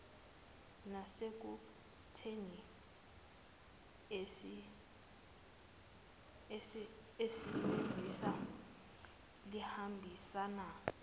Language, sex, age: Zulu, female, 19